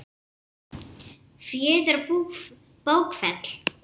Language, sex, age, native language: Icelandic, female, 7, Icelandic